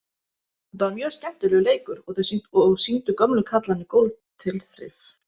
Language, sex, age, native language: Icelandic, female, 30-39, Icelandic